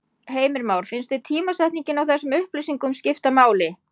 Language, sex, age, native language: Icelandic, female, 50-59, Icelandic